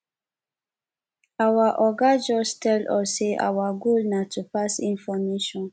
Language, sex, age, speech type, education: Nigerian Pidgin, female, 15-29, spontaneous, tertiary